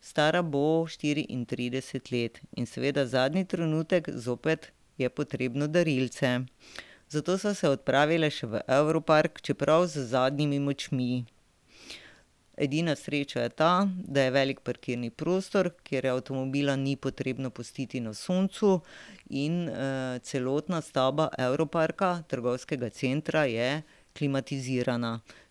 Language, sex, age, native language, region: Slovenian, female, 50-59, Slovenian, Drava region